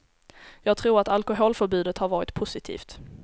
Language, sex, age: Swedish, female, 17